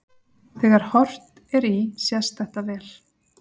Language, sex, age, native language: Icelandic, female, 40-49, Icelandic